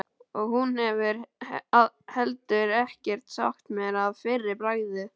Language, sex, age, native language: Icelandic, male, 12, Icelandic